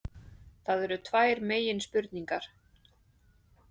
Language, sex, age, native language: Icelandic, female, 20-29, Icelandic